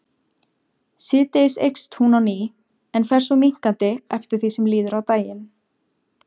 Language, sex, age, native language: Icelandic, female, 17, Icelandic